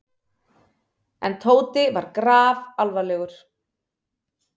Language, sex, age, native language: Icelandic, female, 30-39, Icelandic